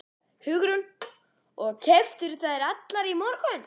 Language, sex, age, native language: Icelandic, female, 11, Icelandic